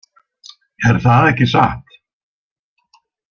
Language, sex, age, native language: Icelandic, male, 60-69, Icelandic